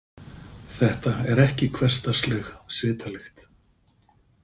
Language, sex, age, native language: Icelandic, male, 50-59, Icelandic